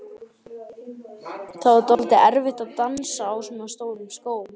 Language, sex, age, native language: Icelandic, male, 12, Icelandic